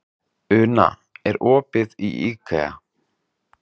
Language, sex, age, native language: Icelandic, male, 30-39, Icelandic